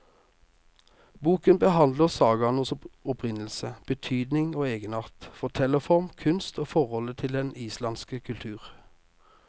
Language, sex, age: Norwegian, male, 48